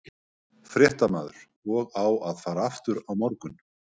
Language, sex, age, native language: Icelandic, male, 50-59, Icelandic